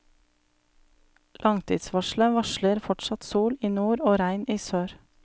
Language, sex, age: Norwegian, female, 35